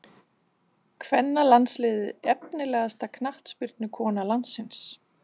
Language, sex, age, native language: Icelandic, female, 40-49, Danish